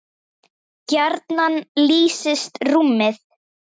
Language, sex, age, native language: Icelandic, female, 10, Icelandic